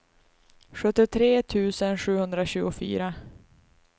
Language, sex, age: Swedish, female, 19